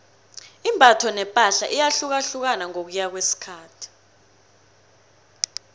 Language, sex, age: South Ndebele, female, 21